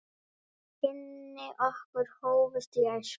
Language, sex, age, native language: Icelandic, female, 9, Icelandic